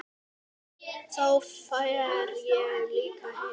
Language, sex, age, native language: Icelandic, male, 9, Icelandic